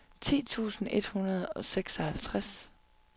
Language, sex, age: Danish, female, 25